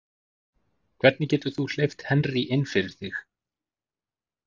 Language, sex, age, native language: Icelandic, male, 40-49, Icelandic